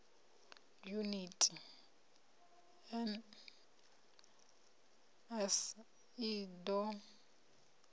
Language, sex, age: Venda, female, 30